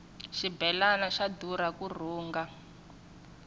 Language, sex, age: Tsonga, female, 21